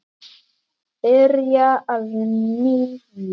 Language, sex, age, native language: Icelandic, male, 8, Icelandic